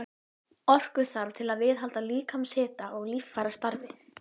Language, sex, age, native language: Icelandic, female, 11, Icelandic